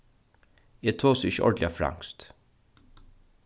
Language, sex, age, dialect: Faroese, male, 36-60, Norðuroyggjar